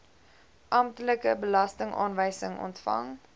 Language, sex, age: Afrikaans, female, 20